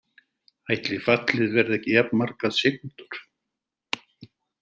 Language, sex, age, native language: Icelandic, male, 70-79, Icelandic